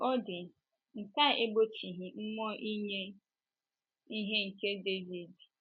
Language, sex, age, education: Igbo, female, 15-29, tertiary